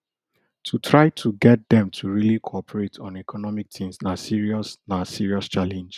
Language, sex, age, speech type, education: Nigerian Pidgin, male, 30-45, spontaneous, tertiary